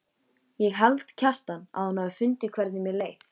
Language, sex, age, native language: Icelandic, female, 14, Icelandic